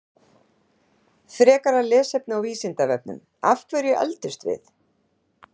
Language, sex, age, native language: Icelandic, female, 50-59, Icelandic